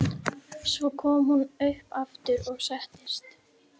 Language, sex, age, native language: Icelandic, female, 11, Icelandic